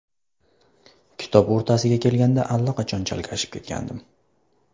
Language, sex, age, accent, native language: Uzbek, male, 18-24, Surxondaryo, Uzbek